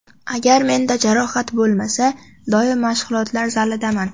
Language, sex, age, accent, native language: Uzbek, female, under 19, Qashqadaryo, Uzbek